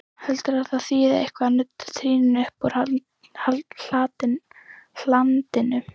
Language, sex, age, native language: Icelandic, female, 11, Icelandic